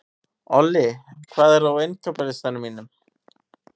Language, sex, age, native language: Icelandic, male, 18-19, Icelandic